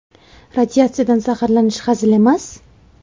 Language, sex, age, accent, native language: Uzbek, female, 18-24, Toshkent viloyati, Uzbek